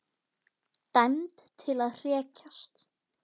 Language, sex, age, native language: Icelandic, female, 18-19, Icelandic